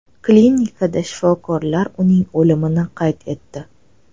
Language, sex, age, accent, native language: Uzbek, female, 18-24, Toshkent shahri, Uzbek